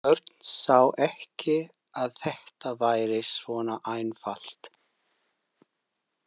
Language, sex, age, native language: Icelandic, male, 50-59, English